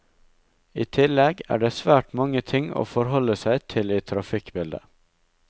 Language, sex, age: Norwegian, male, 19